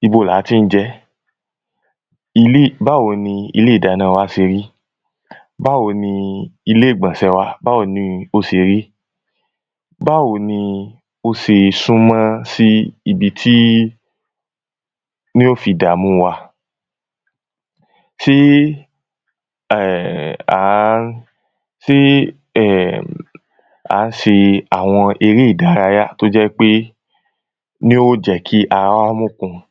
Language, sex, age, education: Yoruba, male, 15-29, tertiary